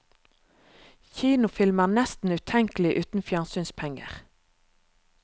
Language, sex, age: Norwegian, female, 36